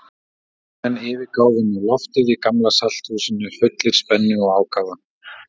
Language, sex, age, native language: Icelandic, male, 40-49, Icelandic